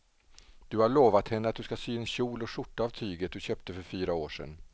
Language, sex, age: Swedish, male, 47